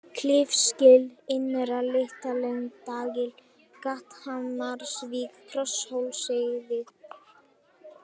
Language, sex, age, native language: Icelandic, female, 20-29, Icelandic